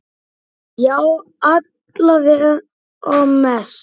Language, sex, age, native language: Icelandic, male, 9, Icelandic